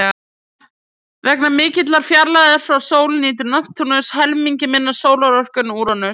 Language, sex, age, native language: Icelandic, female, 20-29, Icelandic